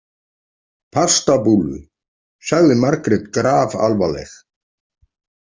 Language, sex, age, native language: Icelandic, male, 40-49, Icelandic